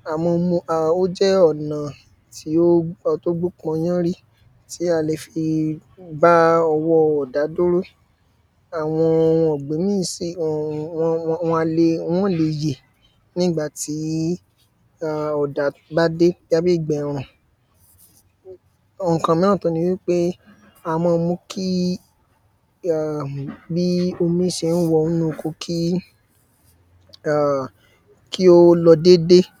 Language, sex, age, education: Yoruba, male, 15-29, secondary